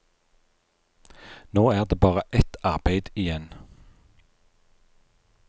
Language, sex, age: Norwegian, male, 43